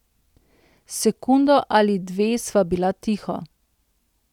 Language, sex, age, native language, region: Slovenian, female, 30-49, Slovenian, Central Slovenia